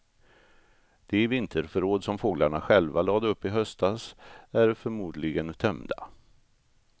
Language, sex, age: Swedish, male, 64